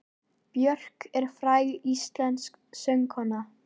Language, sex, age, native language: Icelandic, female, 13, Icelandic